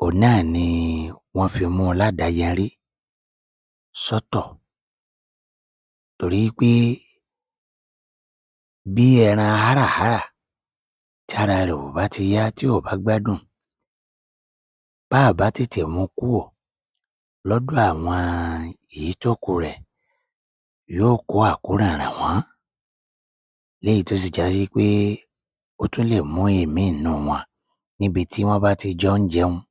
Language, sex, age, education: Yoruba, male, 30-45, tertiary